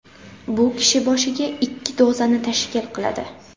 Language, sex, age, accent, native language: Uzbek, female, 18-24, Samarqand, Uzbek